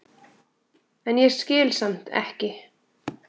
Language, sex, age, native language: Icelandic, female, 7, Icelandic